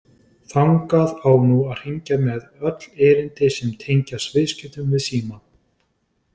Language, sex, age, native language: Icelandic, male, 20-29, Icelandic